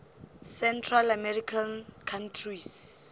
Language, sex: Northern Sotho, female